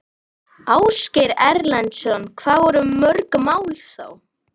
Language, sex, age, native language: Icelandic, female, 11, Icelandic